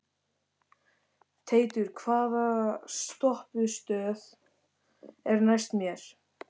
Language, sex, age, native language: Icelandic, male, 13, Icelandic